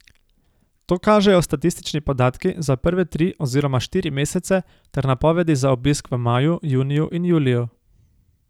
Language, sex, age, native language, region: Slovenian, male, 18-29, Slovenian, Savinja region